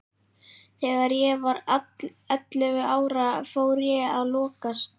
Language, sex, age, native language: Icelandic, male, 11, Icelandic